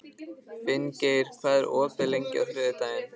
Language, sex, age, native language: Icelandic, male, 15, Icelandic